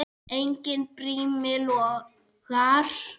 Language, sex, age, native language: Icelandic, female, 10, Icelandic